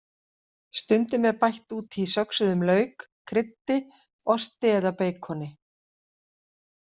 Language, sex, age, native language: Icelandic, female, 50-59, Icelandic